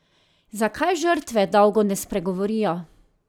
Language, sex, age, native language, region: Slovenian, female, 30-49, Slovenian, Drava region